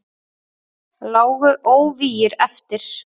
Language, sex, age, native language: Icelandic, female, 6, Icelandic